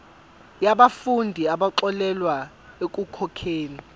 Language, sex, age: Zulu, male, 24